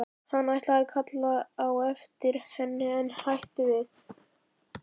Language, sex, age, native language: Icelandic, male, 11, Icelandic